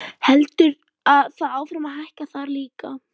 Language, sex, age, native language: Icelandic, female, 12, Icelandic